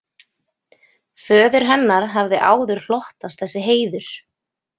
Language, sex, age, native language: Icelandic, female, 20-29, Icelandic